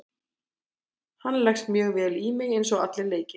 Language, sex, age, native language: Icelandic, female, 30-39, Icelandic